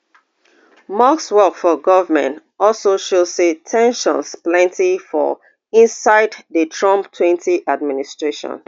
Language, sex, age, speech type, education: Nigerian Pidgin, female, 30-45, spontaneous, tertiary